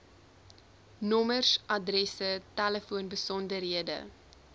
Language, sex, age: Afrikaans, female, 20